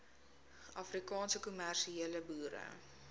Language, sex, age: Afrikaans, female, 21